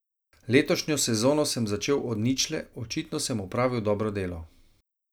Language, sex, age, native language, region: Slovenian, male, 30-49, Slovenian, Savinja region